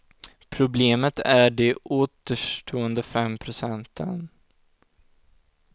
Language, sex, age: Swedish, male, 16